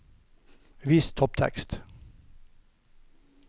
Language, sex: Norwegian, male